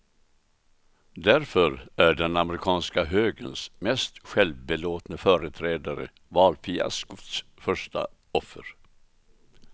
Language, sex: Swedish, male